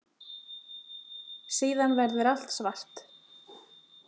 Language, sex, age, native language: Icelandic, female, 20-29, Icelandic